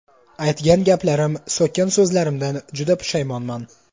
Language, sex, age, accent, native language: Uzbek, male, 18-24, Toshkent shahri, Uzbek